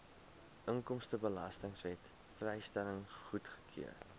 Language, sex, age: Afrikaans, male, 22